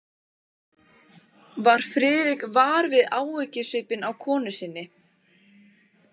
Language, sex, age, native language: Icelandic, female, 15, Icelandic